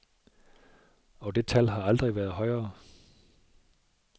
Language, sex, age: Danish, male, 37